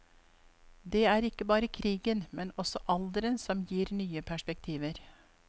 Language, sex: Norwegian, female